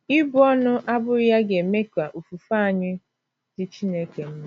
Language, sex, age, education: Igbo, female, 30-45, tertiary